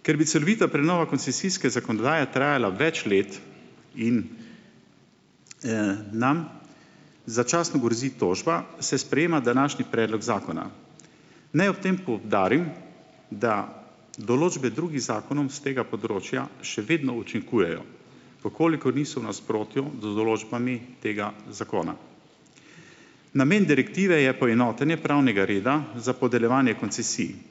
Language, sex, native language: Slovenian, male, Slovenian